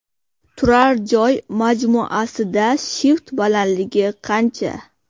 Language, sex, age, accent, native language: Uzbek, female, 18-24, Qashqadaryo, Uzbek